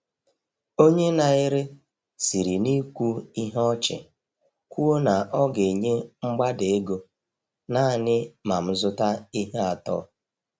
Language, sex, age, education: Igbo, male, 46-60, tertiary